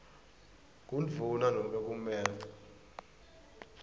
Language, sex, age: Swati, male, 22